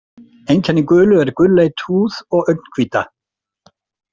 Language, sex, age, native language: Icelandic, male, 60-69, Icelandic